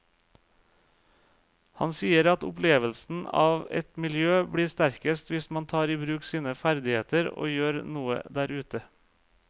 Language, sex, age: Norwegian, male, 35